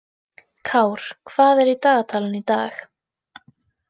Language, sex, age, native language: Icelandic, female, 18-19, Icelandic